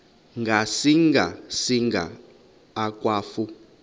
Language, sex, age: Xhosa, male, 31